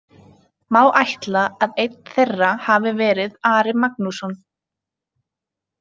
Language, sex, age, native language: Icelandic, female, 20-29, Icelandic